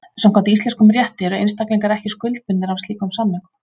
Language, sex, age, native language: Icelandic, female, 40-49, Icelandic